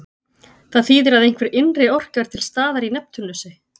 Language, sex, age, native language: Icelandic, female, 40-49, Icelandic